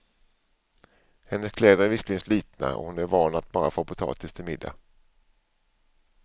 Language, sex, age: Swedish, male, 47